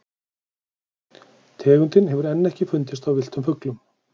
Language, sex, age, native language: Icelandic, male, 40-49, Icelandic